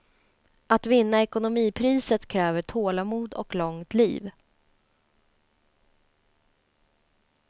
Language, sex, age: Swedish, female, 30